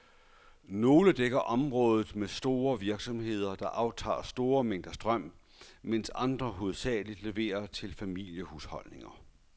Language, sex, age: Danish, male, 51